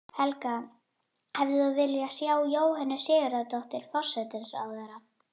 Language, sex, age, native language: Icelandic, female, 11, Icelandic